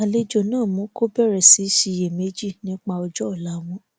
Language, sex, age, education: Yoruba, female, 15-29, tertiary